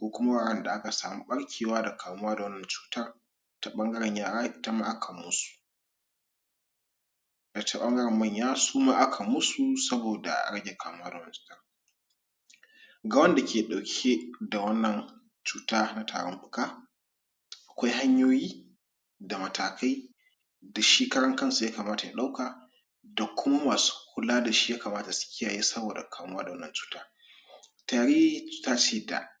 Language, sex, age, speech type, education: Hausa, male, 30-45, spontaneous, tertiary